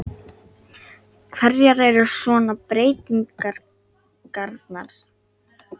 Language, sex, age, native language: Icelandic, female, 13, Icelandic